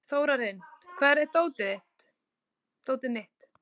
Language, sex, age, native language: Icelandic, female, 40-49, Icelandic